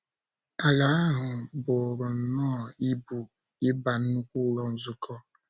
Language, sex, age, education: Igbo, male, 15-29, secondary